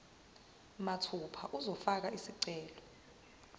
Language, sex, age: Zulu, female, 22